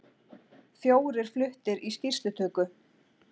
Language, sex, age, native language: Icelandic, female, 40-49, Icelandic